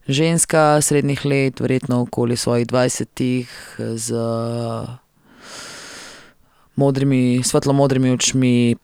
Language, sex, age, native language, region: Slovenian, female, 30-49, Slovenian, Central Slovenia